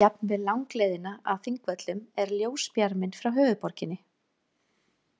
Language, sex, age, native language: Icelandic, female, 40-49, Icelandic